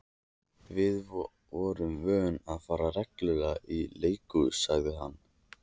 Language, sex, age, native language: Icelandic, male, 14, Icelandic